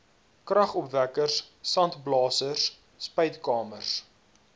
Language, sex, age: Afrikaans, male, 22